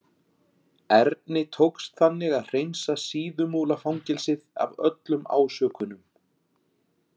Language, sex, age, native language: Icelandic, male, 40-49, Icelandic